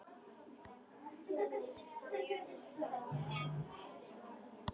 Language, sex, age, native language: Icelandic, female, 10, Icelandic